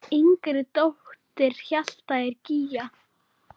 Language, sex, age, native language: Icelandic, female, 9, Icelandic